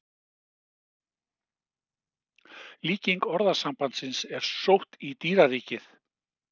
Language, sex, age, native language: Icelandic, male, 60-69, Icelandic